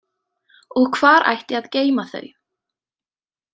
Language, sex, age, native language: Icelandic, female, 18-19, Icelandic